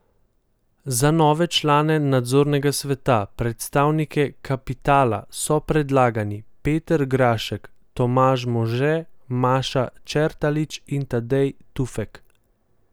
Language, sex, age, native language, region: Slovenian, male, 18-29, Slovenian, Central Slovenia